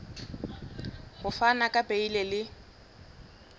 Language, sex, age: Southern Sotho, female, 20